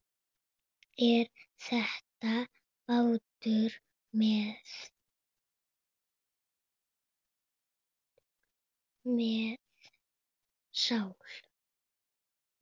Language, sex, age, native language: Icelandic, female, 8, Spanish